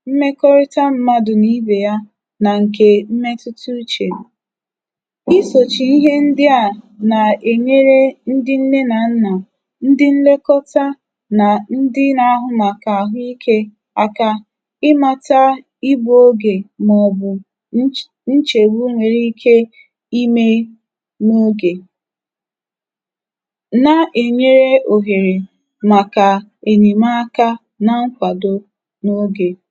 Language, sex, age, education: Igbo, female, 30-45, tertiary